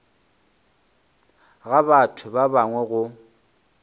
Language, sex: Northern Sotho, male